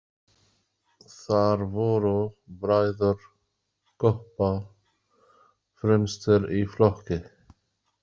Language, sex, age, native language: Icelandic, male, 40-49, Arabic